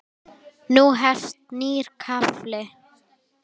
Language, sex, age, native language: Icelandic, female, 10, Icelandic